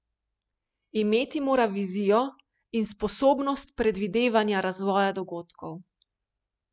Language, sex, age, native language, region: Slovenian, female, 30-49, Slovenian, Primorsko-notranjska region